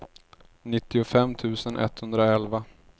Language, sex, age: Swedish, male, 30